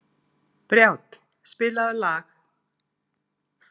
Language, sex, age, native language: Icelandic, female, 50-59, Icelandic